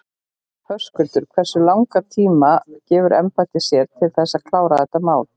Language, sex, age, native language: Icelandic, female, 40-49, Icelandic